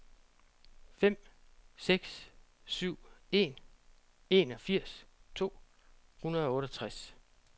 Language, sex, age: Danish, male, 47